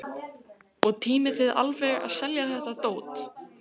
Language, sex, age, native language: Icelandic, female, 15, Icelandic